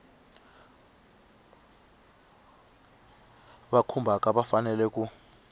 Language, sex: Tsonga, male